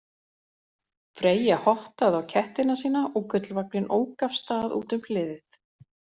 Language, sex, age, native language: Icelandic, female, 40-49, Icelandic